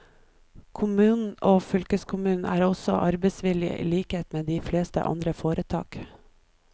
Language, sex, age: Norwegian, female, 29